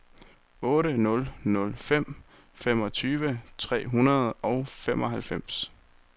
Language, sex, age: Danish, male, 23